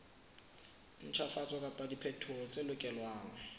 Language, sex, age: Southern Sotho, male, 24